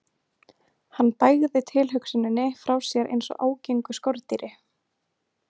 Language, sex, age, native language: Icelandic, female, 20-29, Icelandic